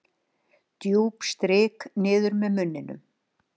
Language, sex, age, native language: Icelandic, female, 60-69, Icelandic